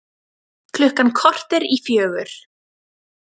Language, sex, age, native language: Icelandic, female, 20-29, Icelandic